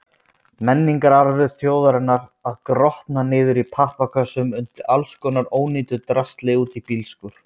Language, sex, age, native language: Icelandic, male, 20-29, Icelandic